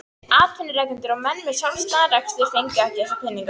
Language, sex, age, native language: Icelandic, female, 13, Icelandic